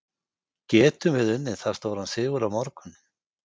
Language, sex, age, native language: Icelandic, male, 50-59, Icelandic